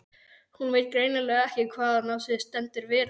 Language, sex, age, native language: Icelandic, male, 12, Icelandic